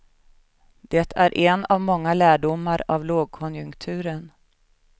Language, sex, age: Swedish, female, 37